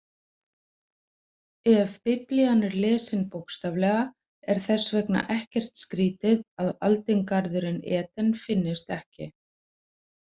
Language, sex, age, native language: Icelandic, female, 40-49, Icelandic